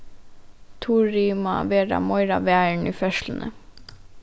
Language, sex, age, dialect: Faroese, female, 15-35, Norðuroyggjar